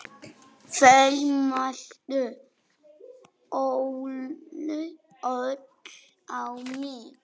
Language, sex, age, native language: Icelandic, male, 9, Polish